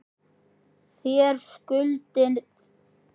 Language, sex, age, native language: Icelandic, male, 10, Icelandic